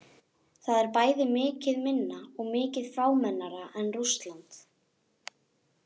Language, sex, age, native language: Icelandic, female, 18-19, Icelandic